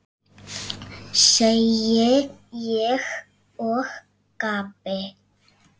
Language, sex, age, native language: Icelandic, female, 6, Icelandic